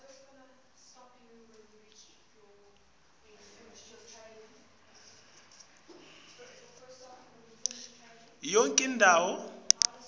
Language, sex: Swati, male